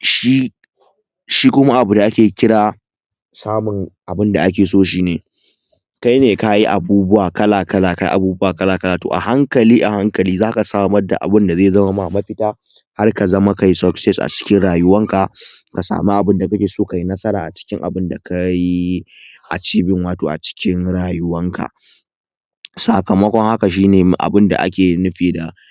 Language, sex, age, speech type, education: Hausa, male, 15-29, spontaneous, tertiary